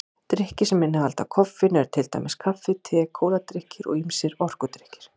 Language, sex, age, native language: Icelandic, female, 40-49, Icelandic